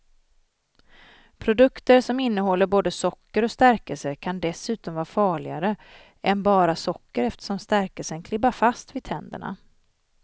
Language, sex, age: Swedish, female, 40